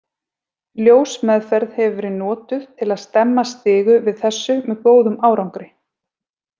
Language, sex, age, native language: Icelandic, female, 40-49, Icelandic